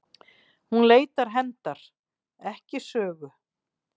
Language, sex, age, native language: Icelandic, female, 40-49, Icelandic